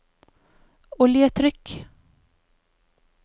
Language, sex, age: Norwegian, female, 28